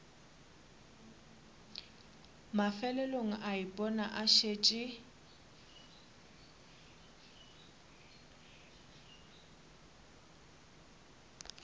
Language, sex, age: Northern Sotho, female, 27